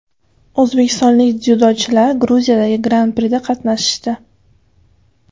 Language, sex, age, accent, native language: Uzbek, female, 25-34, Qashqadaryo, Uzbek